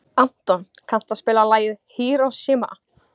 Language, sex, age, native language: Icelandic, female, 15, Icelandic